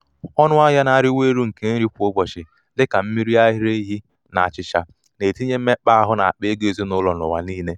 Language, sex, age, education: Igbo, male, 15-29, tertiary